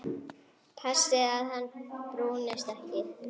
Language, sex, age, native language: Icelandic, female, 9, Icelandic